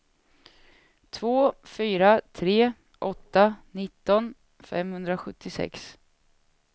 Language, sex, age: Swedish, female, 36